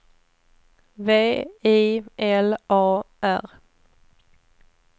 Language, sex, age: Swedish, female, 29